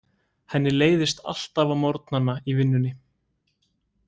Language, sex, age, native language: Icelandic, male, 18-19, Icelandic